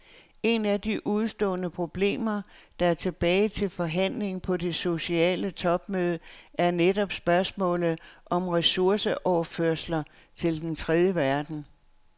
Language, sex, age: Danish, female, 69